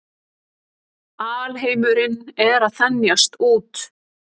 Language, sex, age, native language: Icelandic, female, 30-39, Icelandic